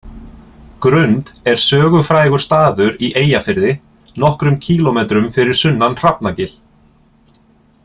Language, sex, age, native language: Icelandic, male, 30-39, Icelandic